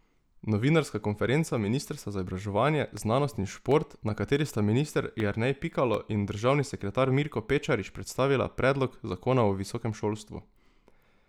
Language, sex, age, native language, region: Slovenian, male, 18-29, Slovenian, Drava region